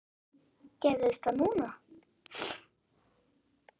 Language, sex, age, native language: Icelandic, female, 9, Icelandic